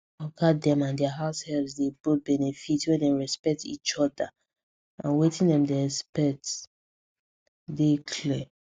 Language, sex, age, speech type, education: Nigerian Pidgin, female, 15-29, spontaneous, secondary